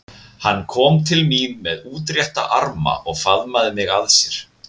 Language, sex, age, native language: Icelandic, male, 20-29, Icelandic